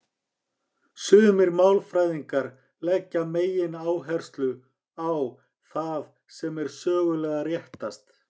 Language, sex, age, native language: Icelandic, other, 40-49, Icelandic